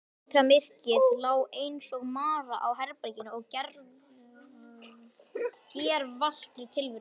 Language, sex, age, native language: Icelandic, male, 11, Icelandic